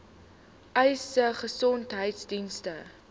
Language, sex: Afrikaans, female